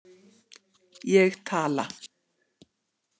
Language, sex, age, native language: Icelandic, female, 60-69, Icelandic